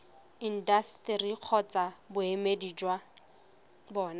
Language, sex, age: Tswana, female, 25